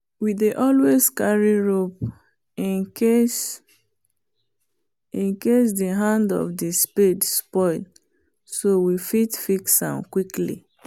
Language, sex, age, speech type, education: Nigerian Pidgin, female, 30-45, spontaneous, tertiary